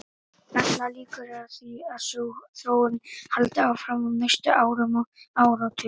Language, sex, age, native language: Icelandic, male, 18-19, Icelandic